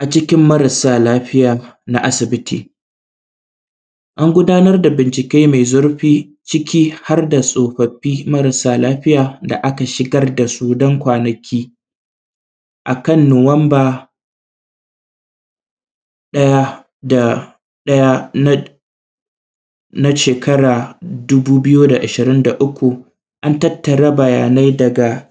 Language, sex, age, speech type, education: Hausa, male, 30-45, spontaneous, primary